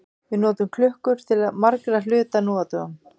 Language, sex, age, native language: Icelandic, female, 50-59, Icelandic